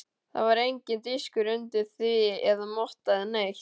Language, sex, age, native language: Icelandic, male, 12, Icelandic